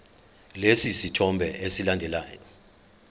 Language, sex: Zulu, male